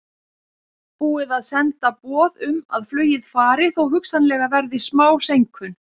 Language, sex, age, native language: Icelandic, female, 50-59, Icelandic